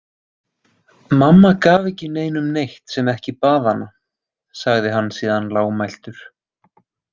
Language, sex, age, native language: Icelandic, male, 20-29, Icelandic